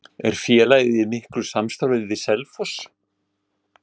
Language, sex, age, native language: Icelandic, male, 60-69, Icelandic